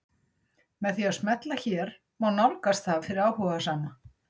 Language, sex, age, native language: Icelandic, female, 60-69, Icelandic